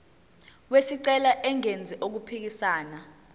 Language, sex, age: Zulu, female, 19